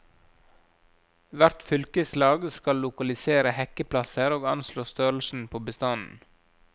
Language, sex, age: Norwegian, male, 37